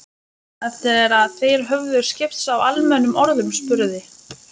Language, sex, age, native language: Icelandic, female, 20-29, Lithuanian